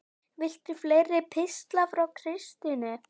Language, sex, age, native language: Icelandic, female, 9, Icelandic